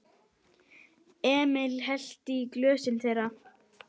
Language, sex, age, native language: Icelandic, male, 10, Icelandic